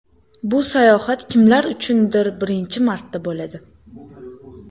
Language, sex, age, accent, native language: Uzbek, female, 18-24, Toshkent shahri, Uzbek